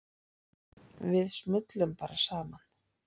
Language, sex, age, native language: Icelandic, female, 30-39, Icelandic